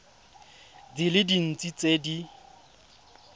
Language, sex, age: Tswana, male, 20